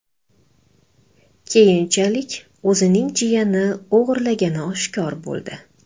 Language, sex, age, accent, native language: Uzbek, female, 25-34, Toshkent shahri, Uzbek